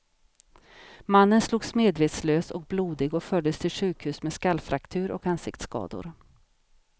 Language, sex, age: Swedish, female, 50